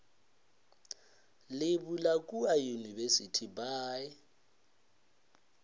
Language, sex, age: Northern Sotho, male, 22